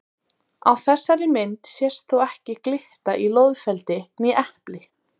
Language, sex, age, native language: Icelandic, female, 30-39, Icelandic